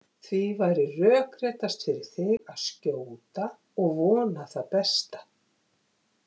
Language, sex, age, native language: Icelandic, female, 50-59, Icelandic